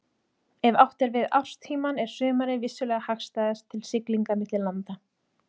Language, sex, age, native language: Icelandic, female, 30-39, Icelandic